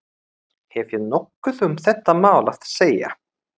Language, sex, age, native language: Icelandic, male, 30-39, Swedish